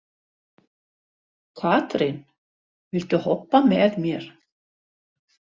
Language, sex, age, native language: Icelandic, female, 60-69, Swedish